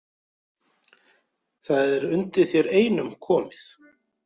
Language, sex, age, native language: Icelandic, male, 40-49, Icelandic